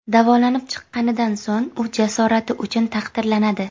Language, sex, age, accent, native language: Uzbek, female, 18-24, Andijon, Uzbek